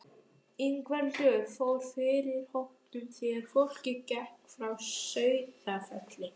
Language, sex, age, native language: Icelandic, female, 12, Icelandic